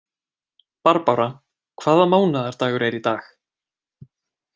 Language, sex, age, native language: Icelandic, male, 20-29, Icelandic